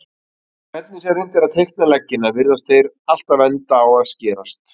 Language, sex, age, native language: Icelandic, male, 40-49, Icelandic